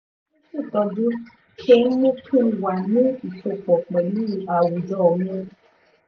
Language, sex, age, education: Yoruba, female, 15-29, tertiary